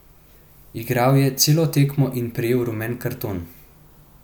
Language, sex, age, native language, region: Slovenian, male, 18-29, Slovenian, Central Slovenia